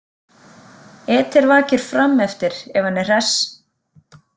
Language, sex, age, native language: Icelandic, female, 30-39, Icelandic